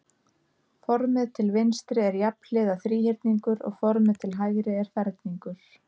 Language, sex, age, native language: Icelandic, female, 30-39, Icelandic